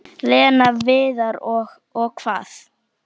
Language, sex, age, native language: Icelandic, female, 9, Icelandic